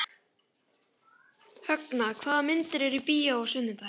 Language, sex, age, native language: Icelandic, female, 12, Icelandic